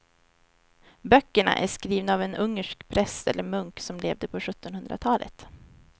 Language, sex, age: Swedish, female, 23